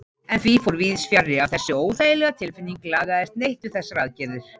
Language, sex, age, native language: Icelandic, female, 40-49, Icelandic